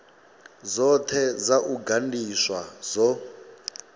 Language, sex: Venda, male